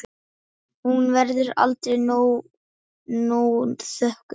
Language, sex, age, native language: Icelandic, male, 10, Icelandic